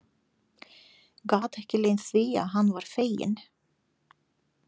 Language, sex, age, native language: Icelandic, female, 40-49, Lithuanian